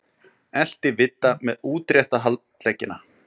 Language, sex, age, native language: Icelandic, male, 30-39, Icelandic